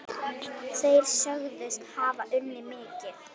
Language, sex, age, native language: Icelandic, female, 10, Icelandic